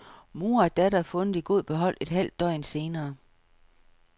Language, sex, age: Danish, female, 55